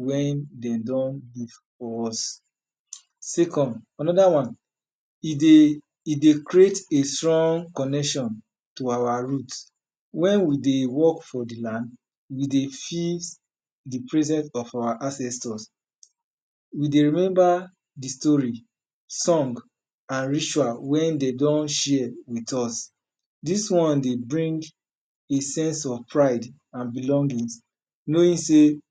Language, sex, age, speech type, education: Nigerian Pidgin, male, 30-45, spontaneous, tertiary